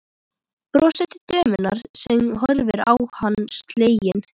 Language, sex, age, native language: Icelandic, female, 13, Icelandic